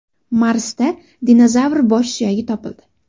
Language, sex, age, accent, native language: Uzbek, female, under 19, Andijon, Uzbek